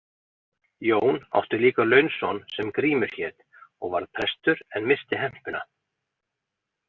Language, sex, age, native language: Icelandic, male, 40-49, Icelandic